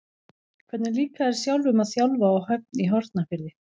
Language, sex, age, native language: Icelandic, female, 11, Icelandic